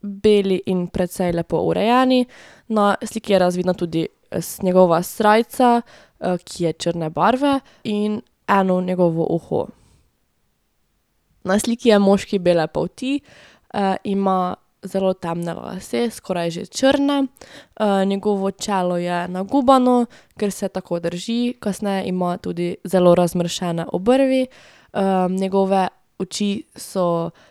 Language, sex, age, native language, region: Slovenian, female, 18-29, Slovenian, Drava region